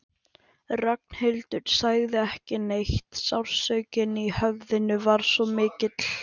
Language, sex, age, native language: Icelandic, male, 11, Icelandic